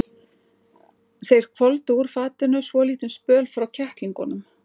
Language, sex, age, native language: Icelandic, female, 60-69, Icelandic